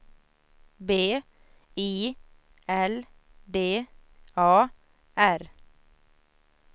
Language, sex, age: Swedish, female, 17